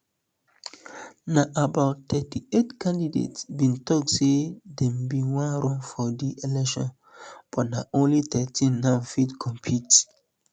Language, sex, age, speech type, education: Nigerian Pidgin, male, 15-29, spontaneous, tertiary